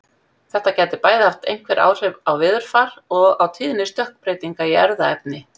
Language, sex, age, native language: Icelandic, female, 50-59, Icelandic